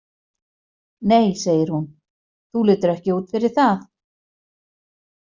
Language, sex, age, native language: Icelandic, female, 40-49, Icelandic